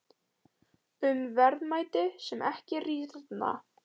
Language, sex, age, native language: Icelandic, female, 18-19, Icelandic